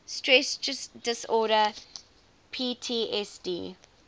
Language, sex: English, female